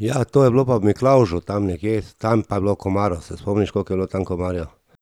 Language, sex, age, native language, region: Slovenian, male, 50-59, Slovenian, Drava region